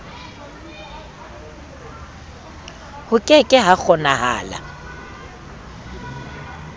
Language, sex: Southern Sotho, female